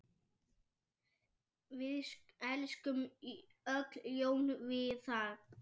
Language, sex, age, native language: Icelandic, male, 7, Icelandic